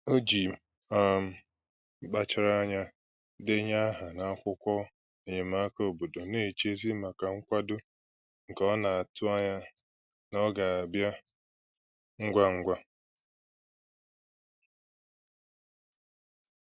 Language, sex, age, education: Igbo, male, 15-29, tertiary